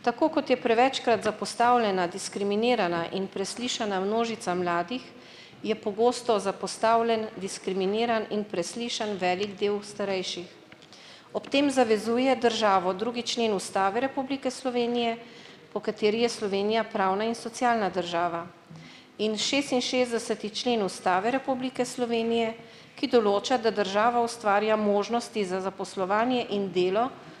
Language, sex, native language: Slovenian, female, Slovenian